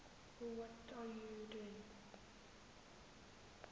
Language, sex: Xhosa, male